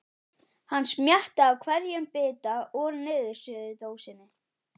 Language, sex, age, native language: Icelandic, male, 12, Icelandic